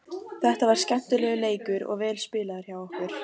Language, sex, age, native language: Icelandic, female, 18-19, Icelandic